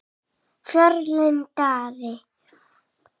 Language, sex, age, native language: Icelandic, male, 5, Icelandic